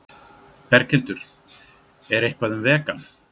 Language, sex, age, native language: Icelandic, male, 60-69, Icelandic